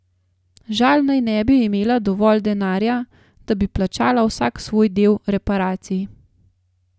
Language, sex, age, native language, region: Slovenian, female, 30-49, Slovenian, Gorenjska region